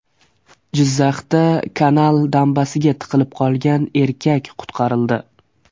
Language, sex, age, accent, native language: Uzbek, male, 18-24, Surxondaryo, Uzbek